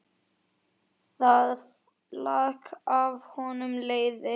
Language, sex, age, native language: Icelandic, male, 9, Icelandic